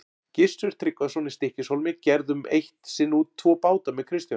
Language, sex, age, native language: Icelandic, male, 40-49, Icelandic